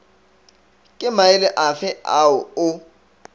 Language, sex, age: Northern Sotho, male, 24